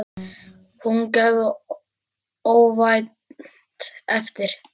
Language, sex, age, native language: Icelandic, male, 10, Icelandic